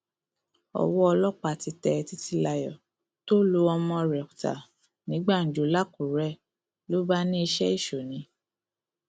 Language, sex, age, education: Yoruba, female, 30-45, tertiary